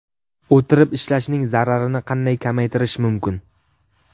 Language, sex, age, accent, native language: Uzbek, male, 12-17, Sirdaryo, Uzbek